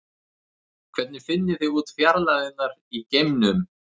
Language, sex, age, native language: Icelandic, male, 30-39, Icelandic